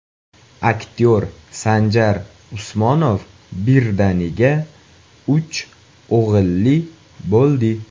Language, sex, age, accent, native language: Uzbek, male, 18-24, Toshkent viloyati, Uzbek